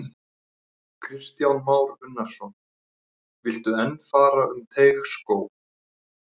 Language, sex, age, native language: Icelandic, male, 30-39, Icelandic